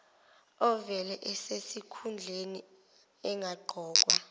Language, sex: Zulu, female